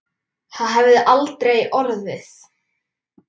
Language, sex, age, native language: Icelandic, male, 10, Icelandic